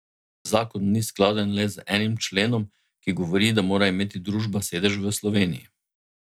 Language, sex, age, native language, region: Slovenian, male, 50-59, Slovenian, Drava region